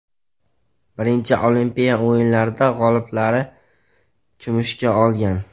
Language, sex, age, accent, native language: Uzbek, male, 12-17, Jizzax, Uzbek